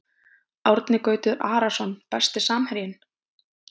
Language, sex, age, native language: Icelandic, female, 20-29, Icelandic